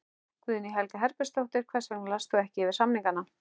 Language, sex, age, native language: Icelandic, male, 11, Icelandic